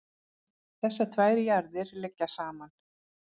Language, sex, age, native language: Icelandic, female, 40-49, Icelandic